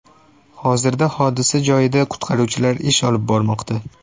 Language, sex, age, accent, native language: Uzbek, male, 18-24, Toshkent shahri, Uzbek